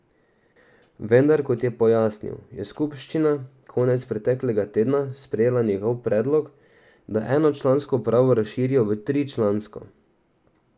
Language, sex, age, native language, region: Slovenian, male, 18-29, Slovenian, Drava region